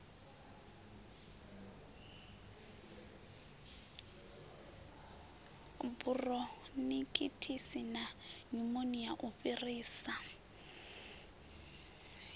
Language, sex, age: Venda, female, 20